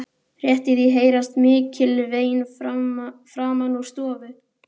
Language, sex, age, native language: Icelandic, male, 12, Icelandic